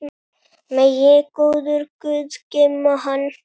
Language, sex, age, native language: Icelandic, male, 7, Icelandic